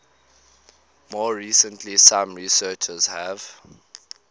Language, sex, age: English, male, 18